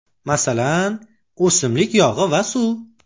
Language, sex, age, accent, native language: Uzbek, male, 25-34, Farg'ona, Uzbek